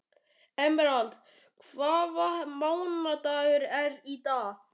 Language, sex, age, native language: Icelandic, male, 12, Icelandic